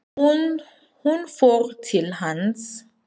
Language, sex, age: Icelandic, female, 20-29